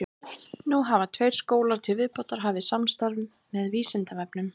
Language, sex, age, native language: Icelandic, female, 30-39, Icelandic